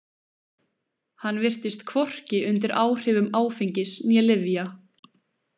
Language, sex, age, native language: Icelandic, female, 20-29, Icelandic